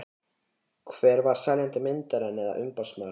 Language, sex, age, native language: Icelandic, male, 13, Icelandic